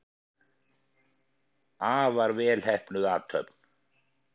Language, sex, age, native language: Icelandic, male, 50-59, Icelandic